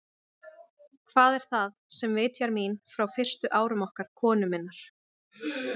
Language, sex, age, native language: Icelandic, female, 20-29, Icelandic